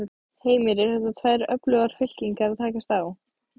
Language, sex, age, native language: Icelandic, female, 15, Icelandic